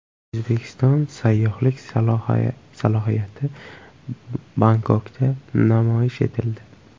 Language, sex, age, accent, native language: Uzbek, male, 18-24, Buxoro, Uzbek